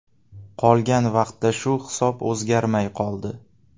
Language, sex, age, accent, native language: Uzbek, male, 18-24, Navoiy, Uzbek